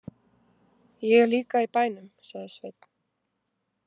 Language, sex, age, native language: Icelandic, female, 20-29, Icelandic